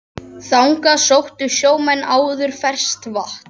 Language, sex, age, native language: Icelandic, other, 12, Icelandic